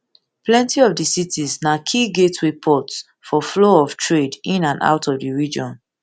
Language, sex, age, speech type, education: Nigerian Pidgin, female, 15-29, spontaneous, tertiary